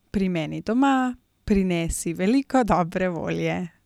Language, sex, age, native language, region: Slovenian, female, 18-29, Slovenian, Gorenjska region